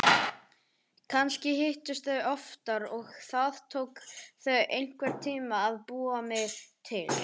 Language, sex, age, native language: Icelandic, male, 18-19, Icelandic